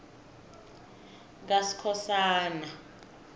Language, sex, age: South Ndebele, female, 19